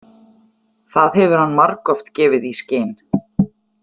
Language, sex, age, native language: Icelandic, female, 40-49, Icelandic